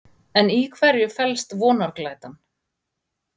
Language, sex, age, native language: Icelandic, female, 40-49, Icelandic